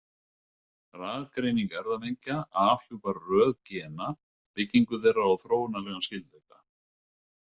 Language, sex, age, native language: Icelandic, male, 60-69, Icelandic